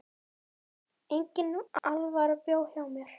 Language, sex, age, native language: Icelandic, female, 10, Icelandic